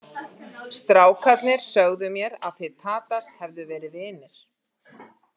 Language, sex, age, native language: Icelandic, female, 50-59, Icelandic